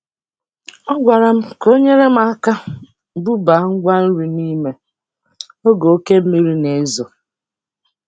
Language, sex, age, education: Igbo, female, 30-45, tertiary